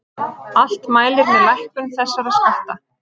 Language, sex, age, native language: Icelandic, female, 30-39, Icelandic